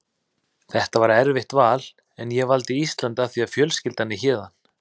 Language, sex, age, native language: Icelandic, male, 30-39, Icelandic